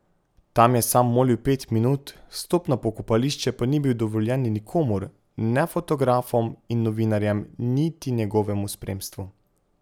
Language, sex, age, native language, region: Slovenian, male, 18-29, Slovenian, Pomurje region